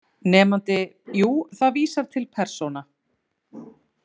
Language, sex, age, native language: Icelandic, female, 30-39, Icelandic